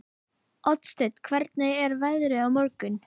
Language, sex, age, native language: Icelandic, female, 12, Icelandic